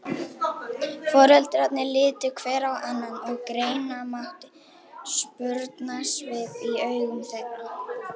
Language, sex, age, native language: Icelandic, female, 18-19, Icelandic